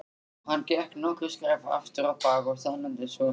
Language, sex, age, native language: Icelandic, male, 13, Icelandic